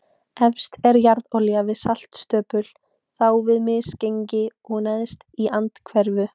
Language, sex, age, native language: Icelandic, female, 18-19, Icelandic